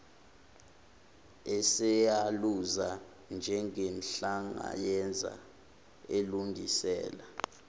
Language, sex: Zulu, male